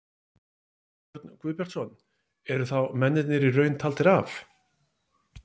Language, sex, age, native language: Icelandic, male, 30-39, Icelandic